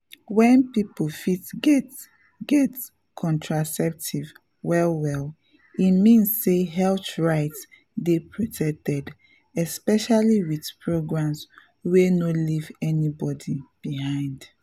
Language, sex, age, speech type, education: Nigerian Pidgin, female, 15-29, spontaneous, tertiary